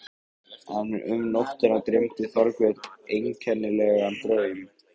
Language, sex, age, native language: Icelandic, male, 15, Icelandic